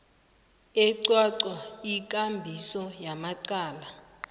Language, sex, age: South Ndebele, female, 19